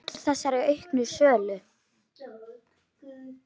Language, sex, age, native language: Icelandic, female, 9, Icelandic